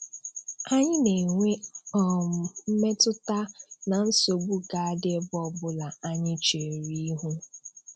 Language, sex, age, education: Igbo, female, 30-45, tertiary